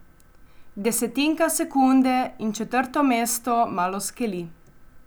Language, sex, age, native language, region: Slovenian, female, 18-29, Slovenian, Coastal Karst region